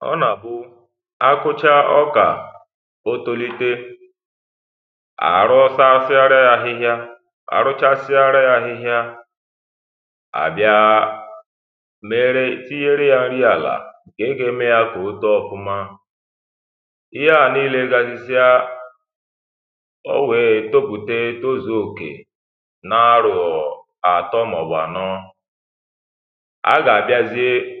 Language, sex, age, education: Igbo, male, 15-29, primary